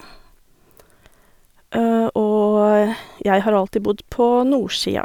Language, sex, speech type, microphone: Norwegian, female, spontaneous, Sennheiser